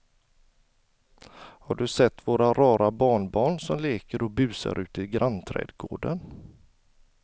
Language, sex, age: Swedish, male, 40